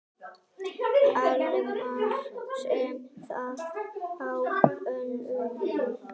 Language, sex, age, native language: Icelandic, male, 8, Icelandic